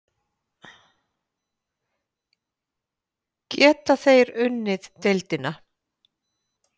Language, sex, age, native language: Icelandic, female, 50-59, Icelandic